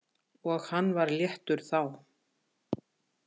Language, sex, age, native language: Icelandic, female, 60-69, Icelandic